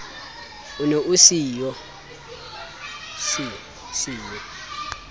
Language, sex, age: Southern Sotho, male, 24